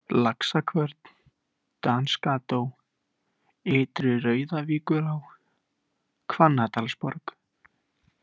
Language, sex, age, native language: Icelandic, male, 18-19, Icelandic